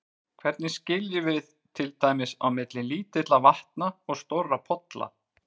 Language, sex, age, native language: Icelandic, male, 40-49, Icelandic